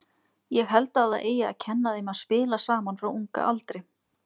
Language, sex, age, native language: Icelandic, female, 20-29, Icelandic